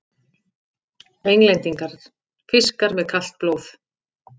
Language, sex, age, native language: Icelandic, female, 50-59, Icelandic